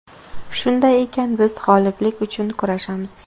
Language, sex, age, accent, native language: Uzbek, female, 18-24, Farg'ona, Uzbek